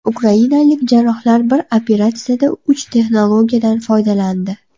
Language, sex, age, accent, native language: Uzbek, female, under 19, Andijon, Uzbek